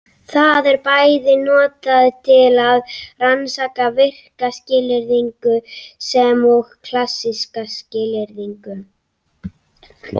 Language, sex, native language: Icelandic, other, Icelandic